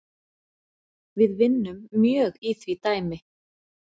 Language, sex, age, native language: Icelandic, female, 40-49, Icelandic